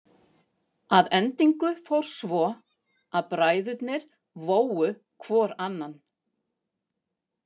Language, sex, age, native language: Icelandic, female, 50-59, Icelandic